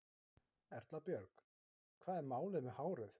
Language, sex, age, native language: Icelandic, male, 20-29, Icelandic